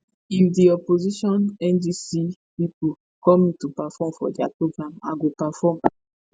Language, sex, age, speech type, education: Nigerian Pidgin, female, 15-29, spontaneous, tertiary